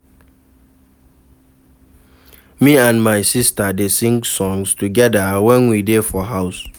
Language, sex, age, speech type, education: Nigerian Pidgin, male, 46-60, read, secondary